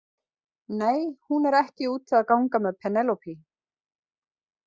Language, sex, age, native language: Icelandic, female, 20-29, Icelandic